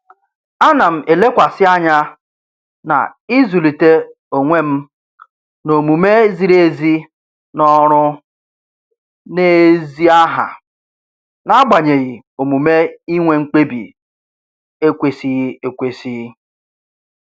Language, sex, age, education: Igbo, male, 30-45, tertiary